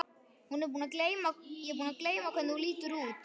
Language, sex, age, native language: Icelandic, male, 11, Icelandic